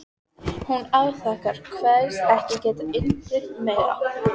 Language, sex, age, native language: Icelandic, female, 14, Icelandic